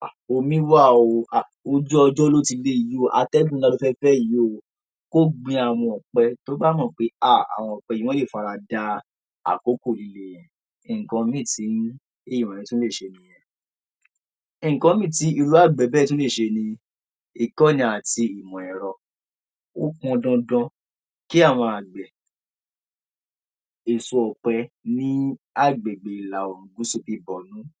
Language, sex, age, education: Yoruba, male, 46-60, tertiary